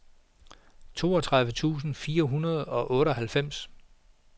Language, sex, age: Danish, male, 49